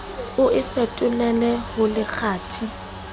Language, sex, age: Southern Sotho, female, 22